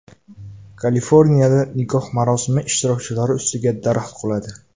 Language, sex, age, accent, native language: Uzbek, male, 18-24, Jizzax, Uzbek